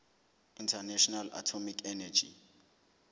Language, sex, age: Southern Sotho, male, 21